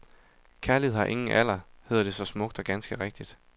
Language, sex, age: Danish, male, 22